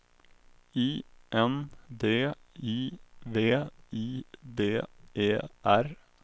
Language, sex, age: Swedish, male, 21